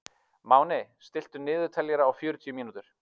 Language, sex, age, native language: Icelandic, male, 30-39, Icelandic